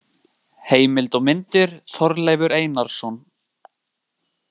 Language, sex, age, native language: Icelandic, male, 18-19, Icelandic